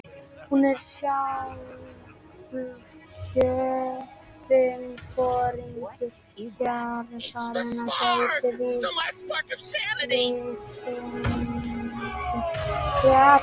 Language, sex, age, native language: Icelandic, male, 18-19, Icelandic